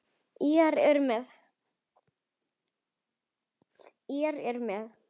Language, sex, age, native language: Icelandic, female, 10, Icelandic